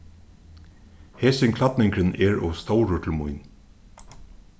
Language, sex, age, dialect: Faroese, male, 36-60, Suðurstreymoy